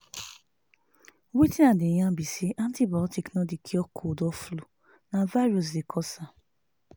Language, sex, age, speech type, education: Nigerian Pidgin, female, 30-45, spontaneous, tertiary